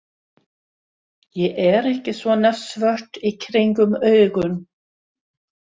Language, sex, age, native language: Icelandic, female, 60-69, Swedish